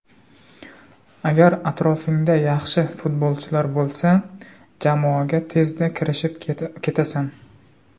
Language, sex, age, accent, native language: Uzbek, male, 19-29, Surxondaryo, Uzbek